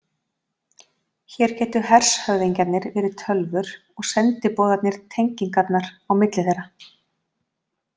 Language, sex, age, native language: Icelandic, female, 40-49, Icelandic